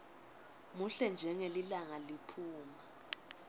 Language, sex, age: Swati, female, 21